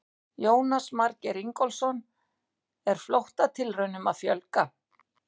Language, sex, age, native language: Icelandic, female, 60-69, Icelandic